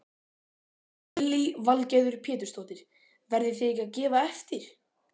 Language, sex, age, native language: Icelandic, male, 12, Icelandic